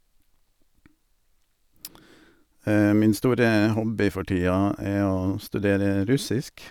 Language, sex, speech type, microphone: Norwegian, male, spontaneous, Sennheiser